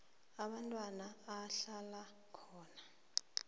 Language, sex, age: South Ndebele, female, 23